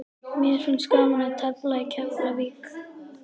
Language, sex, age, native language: Icelandic, female, 11, Icelandic